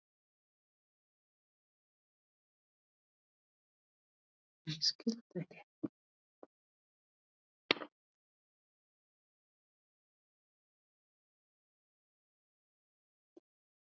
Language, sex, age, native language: Icelandic, female, 40-49, Filipino